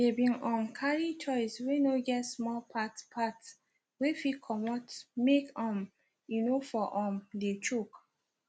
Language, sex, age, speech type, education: Nigerian Pidgin, female, 15-29, spontaneous, secondary